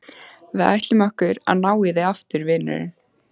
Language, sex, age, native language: Icelandic, female, 14, Icelandic